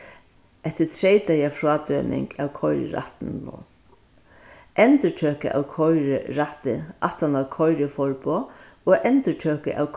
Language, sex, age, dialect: Faroese, female, 61+, Vágar